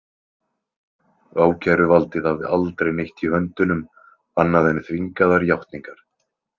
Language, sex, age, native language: Icelandic, male, 20-29, Icelandic